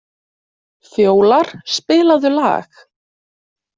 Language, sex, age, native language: Icelandic, female, 20-29, Icelandic